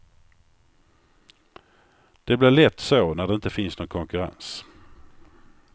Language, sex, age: Swedish, male, 49